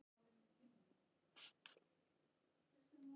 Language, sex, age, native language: Icelandic, female, 50-59, Icelandic